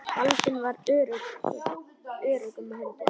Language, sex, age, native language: Icelandic, male, 10, Icelandic